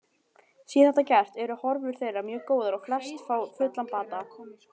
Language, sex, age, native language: Icelandic, female, 18-19, Icelandic